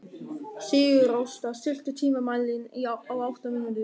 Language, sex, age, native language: Icelandic, male, 13, German